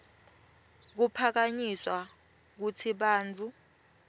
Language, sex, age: Swati, female, 21